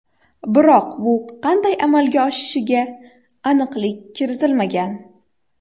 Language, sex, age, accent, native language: Uzbek, female, 18-24, Xorazm, Uzbek